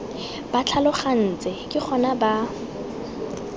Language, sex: Tswana, female